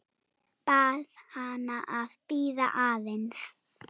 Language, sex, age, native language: Icelandic, female, 7, Icelandic